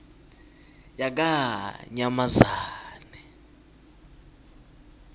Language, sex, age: Swati, male, 20